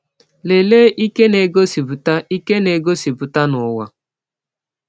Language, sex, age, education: Igbo, female, 30-45, tertiary